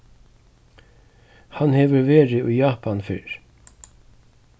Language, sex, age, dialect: Faroese, male, 36-60, Suðurstreymoy